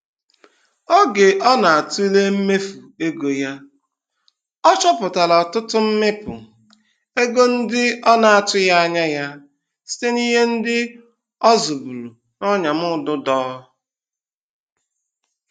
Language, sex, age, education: Igbo, male, 15-29, tertiary